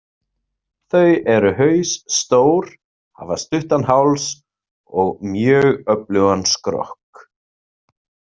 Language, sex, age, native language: Icelandic, male, 30-39, Icelandic